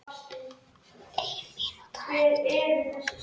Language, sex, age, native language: Icelandic, male, 10, Icelandic